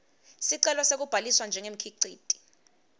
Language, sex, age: Swati, female, 22